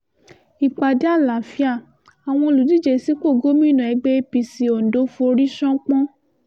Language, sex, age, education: Yoruba, female, 15-29, tertiary